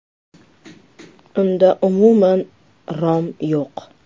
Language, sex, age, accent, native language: Uzbek, female, 35+, Farg'ona, Uzbek